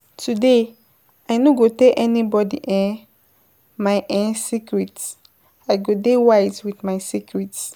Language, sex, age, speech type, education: Nigerian Pidgin, female, 15-29, spontaneous, tertiary